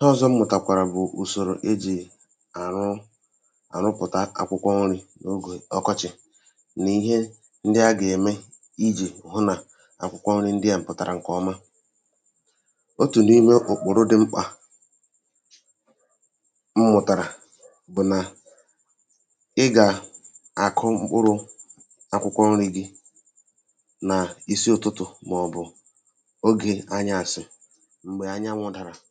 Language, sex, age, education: Igbo, male, 30-45, tertiary